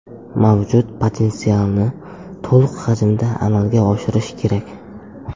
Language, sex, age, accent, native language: Uzbek, male, under 19, Samarqand, Uzbek